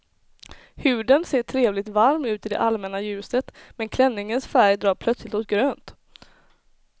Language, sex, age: Swedish, female, 21